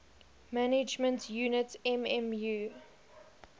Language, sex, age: English, female, 20